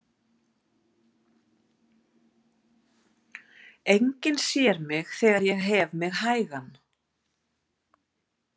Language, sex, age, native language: Icelandic, female, 40-49, Icelandic